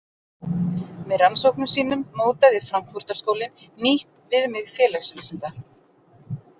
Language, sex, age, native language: Icelandic, female, 40-49, Icelandic